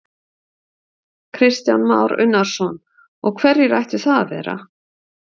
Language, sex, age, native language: Icelandic, female, 50-59, Icelandic